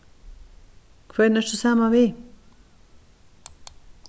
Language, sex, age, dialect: Faroese, female, 61+, Norðurstreymoy/Eysturoy